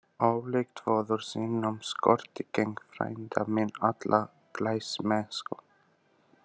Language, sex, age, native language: Icelandic, male, 18-19, Albanian